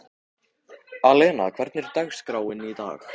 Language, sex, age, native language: Icelandic, male, 14, Icelandic